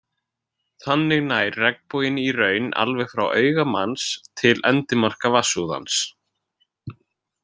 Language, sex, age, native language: Icelandic, male, 20-29, Icelandic